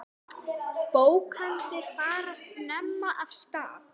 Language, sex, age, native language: Icelandic, female, 8, Icelandic